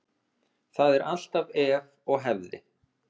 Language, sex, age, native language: Icelandic, male, 30-39, Icelandic